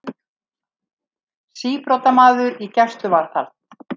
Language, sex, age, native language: Icelandic, female, 70-79, Icelandic